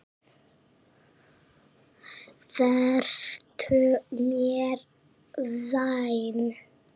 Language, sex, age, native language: Icelandic, female, 7, Icelandic